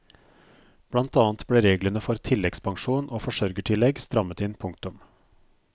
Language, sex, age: Norwegian, male, 42